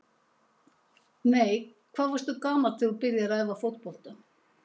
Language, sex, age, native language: Icelandic, female, 70-79, Icelandic